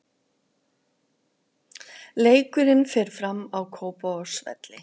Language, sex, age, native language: Icelandic, female, 50-59, Icelandic